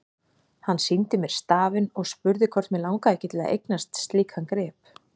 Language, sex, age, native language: Icelandic, female, 40-49, Icelandic